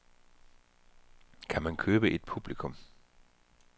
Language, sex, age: Danish, male, 34